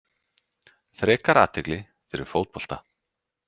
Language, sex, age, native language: Icelandic, male, 30-39, Icelandic